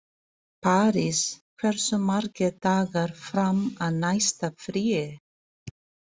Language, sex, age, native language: Icelandic, female, 40-49, Filipino